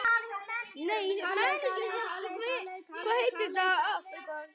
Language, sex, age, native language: Icelandic, male, 9, Icelandic